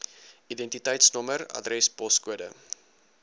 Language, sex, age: Afrikaans, male, 19